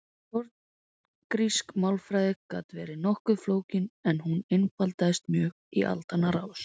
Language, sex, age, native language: Icelandic, female, 20-29, Icelandic